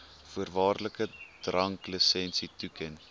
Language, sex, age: Afrikaans, male, 19